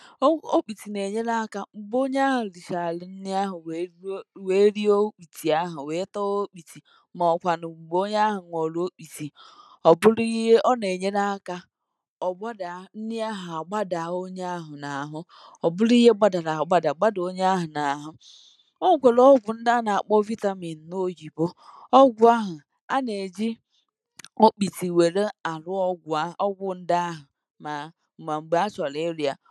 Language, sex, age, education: Igbo, female, 15-29, tertiary